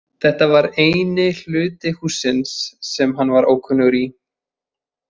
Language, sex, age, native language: Icelandic, male, 20-29, Icelandic